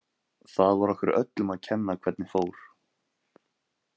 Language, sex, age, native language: Icelandic, male, 18-19, Icelandic